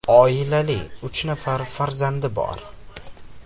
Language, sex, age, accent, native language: Uzbek, male, 18-24, Farg'ona, Uzbek